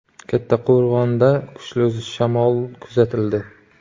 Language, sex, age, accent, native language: Uzbek, male, 25-34, Xorazm, Uzbek